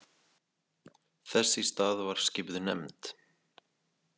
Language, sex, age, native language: Icelandic, male, 20-29, Icelandic